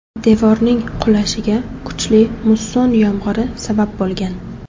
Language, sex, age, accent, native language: Uzbek, female, 18-24, Samarqand, Uzbek